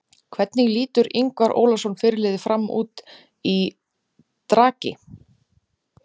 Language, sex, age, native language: Icelandic, female, 30-39, Icelandic